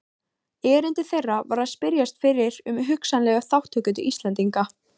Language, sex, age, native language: Icelandic, female, 14, Icelandic